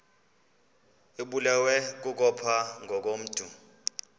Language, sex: Xhosa, male